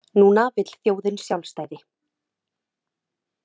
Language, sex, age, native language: Icelandic, female, 30-39, Icelandic